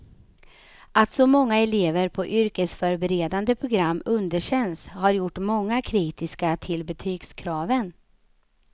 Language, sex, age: Swedish, female, 35